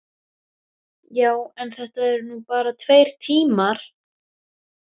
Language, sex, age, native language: Icelandic, female, 13, Icelandic